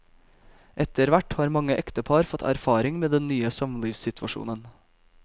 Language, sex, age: Norwegian, male, 22